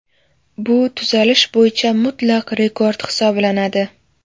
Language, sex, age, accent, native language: Uzbek, female, 18-24, Navoiy, Uzbek